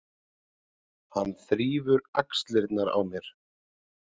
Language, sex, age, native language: Icelandic, male, 30-39, Icelandic